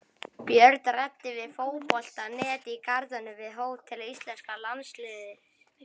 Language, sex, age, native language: Icelandic, male, 60-69, Icelandic